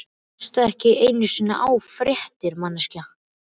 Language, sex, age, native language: Icelandic, male, 12, Icelandic